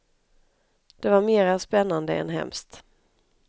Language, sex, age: Swedish, female, 31